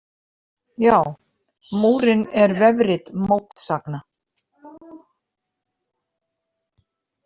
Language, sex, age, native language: Icelandic, female, 50-59, Icelandic